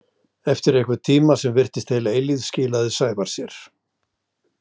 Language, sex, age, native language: Icelandic, male, 60-69, Icelandic